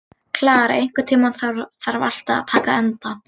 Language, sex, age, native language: Icelandic, female, 40-49, Icelandic